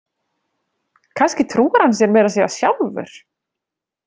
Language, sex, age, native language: Icelandic, female, 30-39, Icelandic